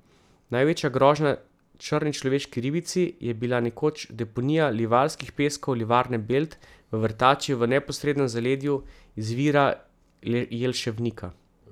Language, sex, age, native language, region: Slovenian, male, 30-49, Slovenian, Central Slovenia